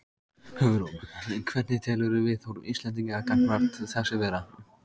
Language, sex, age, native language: Icelandic, male, 14, Icelandic